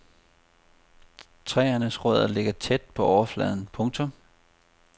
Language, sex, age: Danish, male, 30